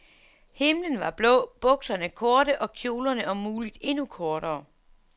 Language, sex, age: Danish, female, 47